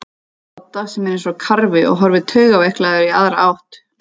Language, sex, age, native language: Icelandic, female, 30-39, Icelandic